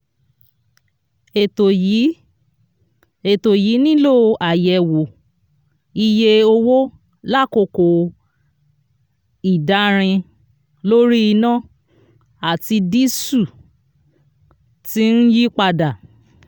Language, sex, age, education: Yoruba, female, 30-45, tertiary